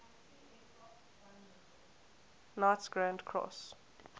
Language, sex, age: English, female, 18